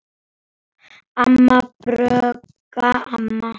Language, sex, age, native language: Icelandic, male, 8, Icelandic